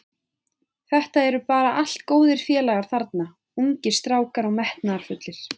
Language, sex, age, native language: Icelandic, female, 20-29, Icelandic